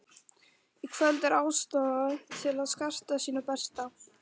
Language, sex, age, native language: Icelandic, female, 11, Icelandic